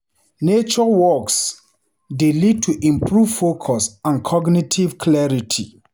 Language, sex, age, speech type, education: Nigerian Pidgin, male, 30-45, read, tertiary